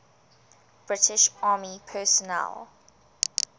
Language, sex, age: English, female, 20